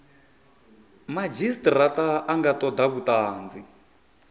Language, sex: Venda, male